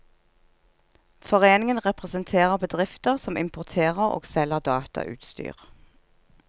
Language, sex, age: Norwegian, female, 46